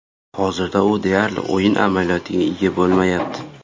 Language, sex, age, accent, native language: Uzbek, male, 18-24, Surxondaryo, Uzbek